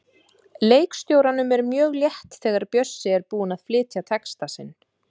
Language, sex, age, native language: Icelandic, female, 30-39, Icelandic